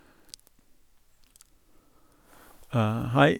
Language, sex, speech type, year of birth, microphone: Norwegian, male, spontaneous, 1982, Sennheiser